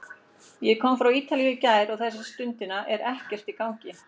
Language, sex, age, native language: Icelandic, female, 40-49, Icelandic